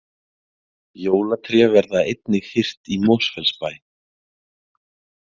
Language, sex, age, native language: Icelandic, male, 40-49, Icelandic